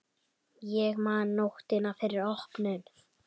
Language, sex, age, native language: Icelandic, male, 10, Icelandic